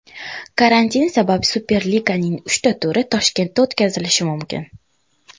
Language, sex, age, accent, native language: Uzbek, female, 19-29, Toshkent viloyati, Uzbek